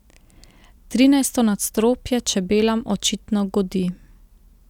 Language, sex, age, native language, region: Slovenian, female, 30-49, Slovenian, Central Slovenia